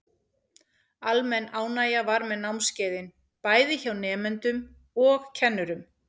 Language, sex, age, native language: Icelandic, female, 40-49, Icelandic